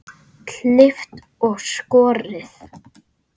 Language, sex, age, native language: Icelandic, male, 8, Icelandic